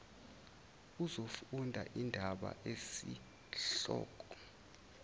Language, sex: Zulu, male